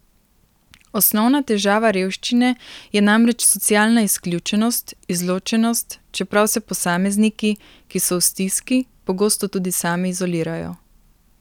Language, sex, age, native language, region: Slovenian, female, 18-29, Slovenian, Primorsko-notranjska region